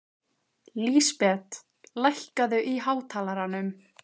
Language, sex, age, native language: Icelandic, female, 15, Icelandic